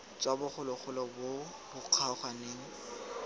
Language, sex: Tswana, male